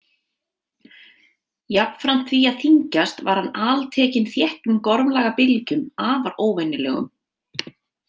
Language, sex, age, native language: Icelandic, female, 30-39, Icelandic